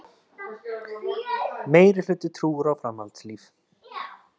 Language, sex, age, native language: Icelandic, male, 30-39, Icelandic